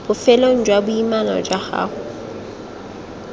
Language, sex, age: Tswana, female, 23